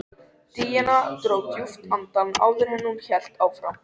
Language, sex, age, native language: Icelandic, male, 13, Icelandic